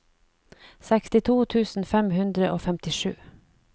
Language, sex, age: Norwegian, female, 49